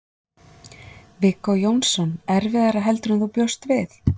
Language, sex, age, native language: Icelandic, female, 40-49, Icelandic